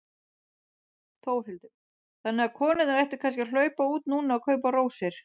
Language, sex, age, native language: Icelandic, female, 30-39, Icelandic